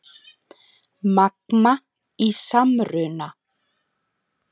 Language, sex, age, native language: Icelandic, female, 40-49, Icelandic